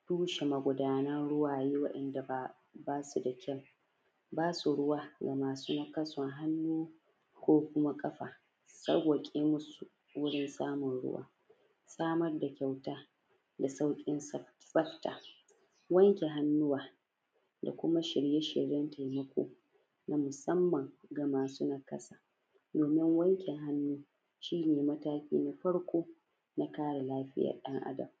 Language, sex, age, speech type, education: Hausa, female, 15-29, spontaneous, primary